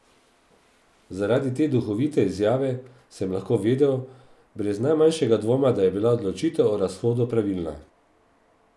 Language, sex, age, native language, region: Slovenian, male, 50-59, Slovenian, Drava region